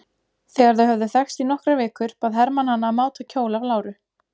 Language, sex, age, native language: Icelandic, female, 20-29, Icelandic